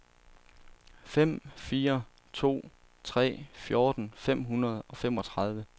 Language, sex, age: Danish, male, 27